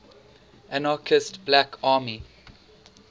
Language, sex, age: English, male, 18